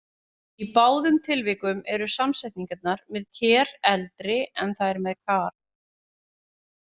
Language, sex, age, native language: Icelandic, female, 40-49, Icelandic